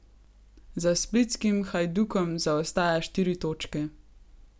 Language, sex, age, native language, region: Slovenian, female, 18-29, Slovenian, Gorenjska region